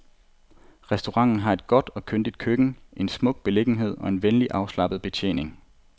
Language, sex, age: Danish, male, 25